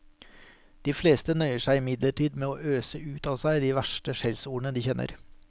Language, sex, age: Norwegian, male, 43